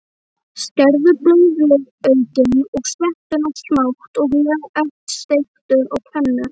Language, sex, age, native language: Icelandic, female, 11, Icelandic